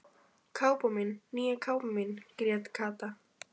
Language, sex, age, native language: Icelandic, female, 12, Icelandic